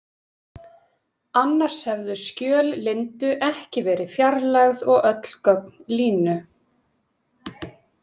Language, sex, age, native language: Icelandic, female, 30-39, Icelandic